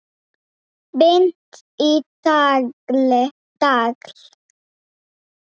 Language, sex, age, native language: Icelandic, female, 8, Icelandic